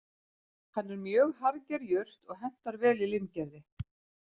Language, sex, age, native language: Icelandic, female, 50-59, Icelandic